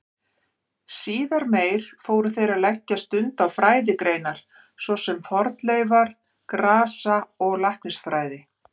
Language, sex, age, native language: Icelandic, female, 50-59, Icelandic